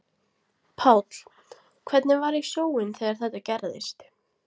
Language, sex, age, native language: Icelandic, female, 16, Latvian